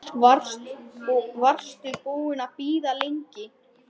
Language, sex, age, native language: Icelandic, male, 10, Icelandic